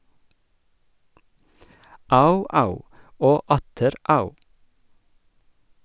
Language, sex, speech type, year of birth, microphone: Norwegian, male, read, 1981, Sennheiser